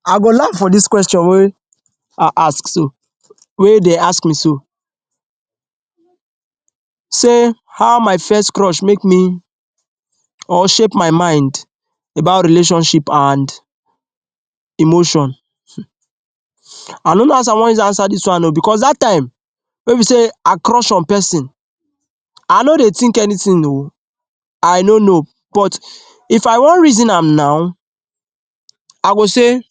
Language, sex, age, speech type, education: Nigerian Pidgin, male, 15-29, spontaneous, tertiary